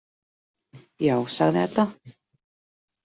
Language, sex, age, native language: Icelandic, female, 40-49, Icelandic